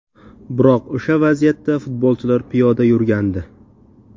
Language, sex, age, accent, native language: Uzbek, male, 18-24, Samarqand, Uzbek